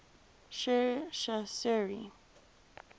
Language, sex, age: English, female, 22